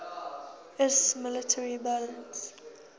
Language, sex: English, female